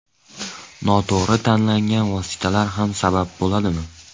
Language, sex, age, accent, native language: Uzbek, male, 18-24, Andijon, Uzbek